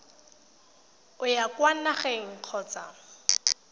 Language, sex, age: Tswana, female, 31